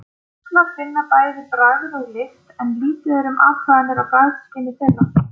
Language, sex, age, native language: Icelandic, female, 30-39, Icelandic